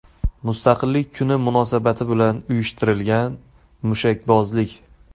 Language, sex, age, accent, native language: Uzbek, male, 25-34, Xorazm, Uzbek